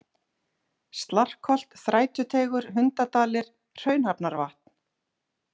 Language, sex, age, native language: Icelandic, female, 40-49, Icelandic